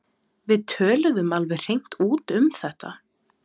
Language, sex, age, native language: Icelandic, female, 20-29, Serbo-Croatian